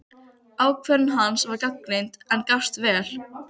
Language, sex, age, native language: Icelandic, female, 15, Icelandic